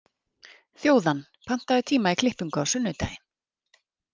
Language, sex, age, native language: Icelandic, female, 30-39, Icelandic